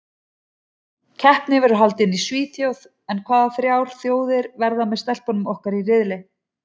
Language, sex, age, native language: Icelandic, female, 40-49, Icelandic